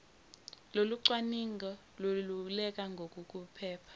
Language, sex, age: Zulu, female, 17